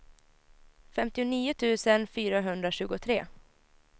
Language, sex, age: Swedish, female, 17